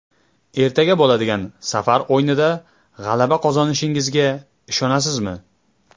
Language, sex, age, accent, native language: Uzbek, male, 25-34, Jizzax, Uzbek